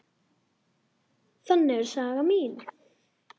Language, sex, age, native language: Icelandic, male, 10, Icelandic